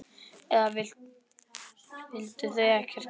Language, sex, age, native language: Icelandic, male, 10, Icelandic